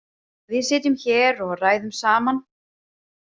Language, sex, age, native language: Icelandic, female, 30-39, Icelandic